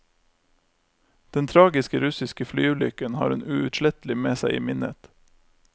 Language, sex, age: Norwegian, male, 28